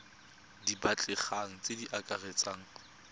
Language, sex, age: Tswana, male, 21